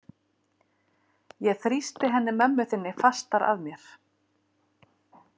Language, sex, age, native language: Icelandic, female, 40-49, Icelandic